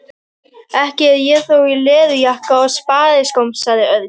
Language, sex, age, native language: Icelandic, female, 12, Icelandic